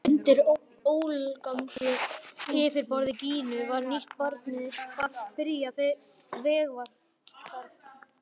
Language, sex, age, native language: Icelandic, male, 11, Icelandic